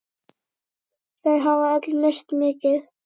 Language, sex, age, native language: Icelandic, male, 8, Icelandic